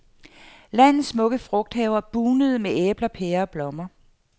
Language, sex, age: Danish, female, 48